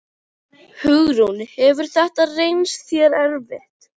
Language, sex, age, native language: Icelandic, other, 11, Icelandic